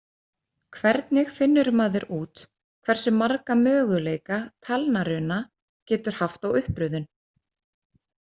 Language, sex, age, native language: Icelandic, female, 30-39, Icelandic